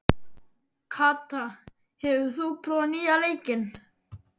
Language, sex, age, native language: Icelandic, male, 12, Icelandic